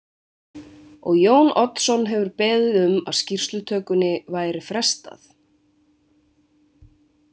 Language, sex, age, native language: Icelandic, female, 20-29, Icelandic